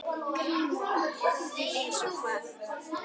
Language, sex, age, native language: Icelandic, female, 10, Icelandic